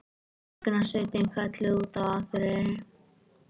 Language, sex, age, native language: Icelandic, male, 18-19, Icelandic